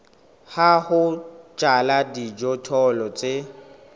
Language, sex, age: Southern Sotho, male, 18